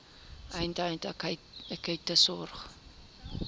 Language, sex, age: Afrikaans, female, 22